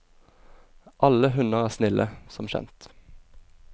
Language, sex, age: Norwegian, male, 24